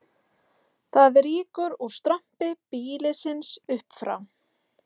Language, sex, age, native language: Icelandic, female, 30-39, Icelandic